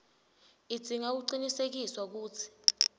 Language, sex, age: Swati, female, 20